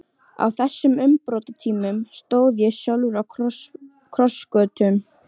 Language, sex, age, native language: Icelandic, female, 13, Icelandic